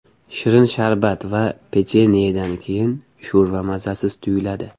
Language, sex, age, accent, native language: Uzbek, male, 18-24, Farg'ona, Uzbek